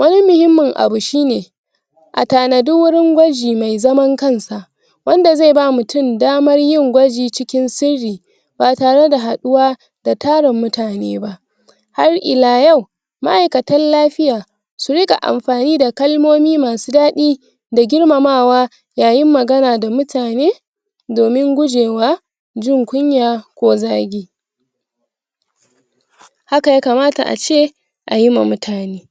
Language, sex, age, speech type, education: Hausa, female, 60+, spontaneous, tertiary